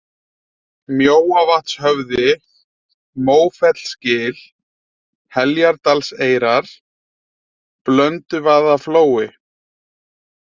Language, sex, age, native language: Icelandic, male, 30-39, Icelandic